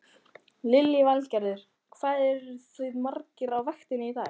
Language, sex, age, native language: Icelandic, female, 14, Icelandic